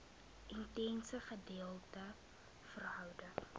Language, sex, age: Afrikaans, female, 20